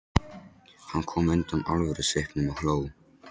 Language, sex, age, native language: Icelandic, male, 13, Polish